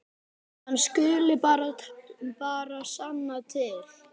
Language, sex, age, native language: Icelandic, male, 10, Icelandic